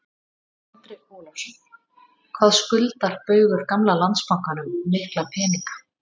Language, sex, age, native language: Icelandic, female, 30-39, Icelandic